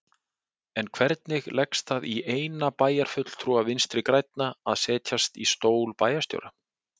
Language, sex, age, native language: Icelandic, male, 40-49, Icelandic